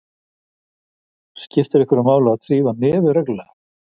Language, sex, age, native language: Icelandic, male, 50-59, Icelandic